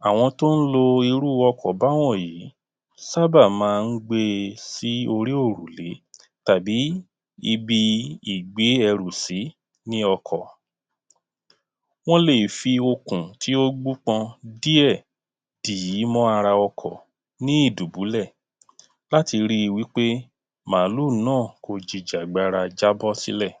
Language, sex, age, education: Yoruba, male, 30-45, tertiary